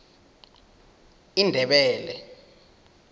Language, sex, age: South Ndebele, male, 21